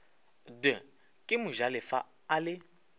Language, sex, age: Northern Sotho, male, 24